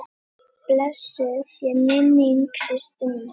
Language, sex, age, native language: Icelandic, female, 9, Icelandic